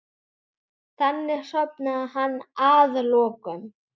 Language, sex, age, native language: Icelandic, female, 10, Icelandic